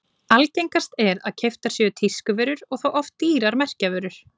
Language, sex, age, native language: Icelandic, female, 20-29, Icelandic